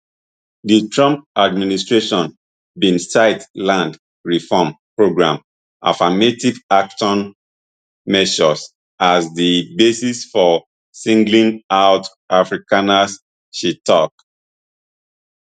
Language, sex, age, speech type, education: Nigerian Pidgin, male, 30-45, spontaneous, tertiary